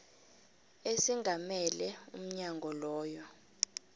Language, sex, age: South Ndebele, female, 26